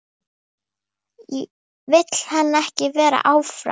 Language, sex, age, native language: Icelandic, female, 9, Icelandic